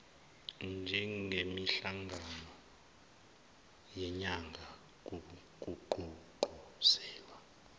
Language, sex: Zulu, male